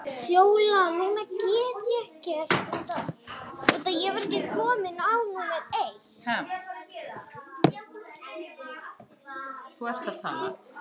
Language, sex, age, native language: Icelandic, female, 40-49, Icelandic